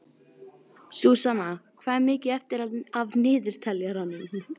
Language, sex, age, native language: Icelandic, female, 18-19, Icelandic